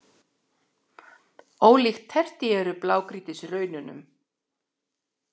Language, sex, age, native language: Icelandic, female, 60-69, Icelandic